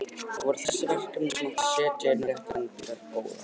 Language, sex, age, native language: Icelandic, male, 18-19, Icelandic